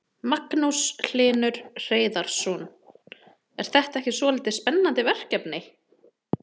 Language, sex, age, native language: Icelandic, female, 30-39, Icelandic